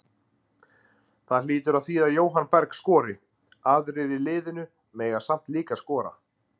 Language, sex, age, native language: Icelandic, male, 30-39, Icelandic